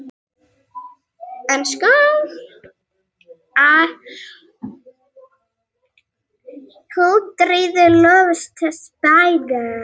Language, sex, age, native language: Icelandic, female, 30-39, Icelandic